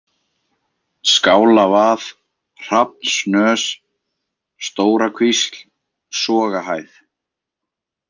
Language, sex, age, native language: Icelandic, male, 20-29, Icelandic